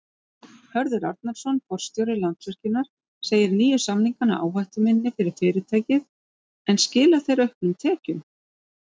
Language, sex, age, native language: Icelandic, female, 40-49, Icelandic